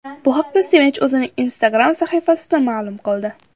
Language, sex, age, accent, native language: Uzbek, female, under 19, Samarqand, Uzbek